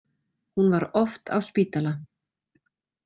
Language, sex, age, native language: Icelandic, female, 40-49, Icelandic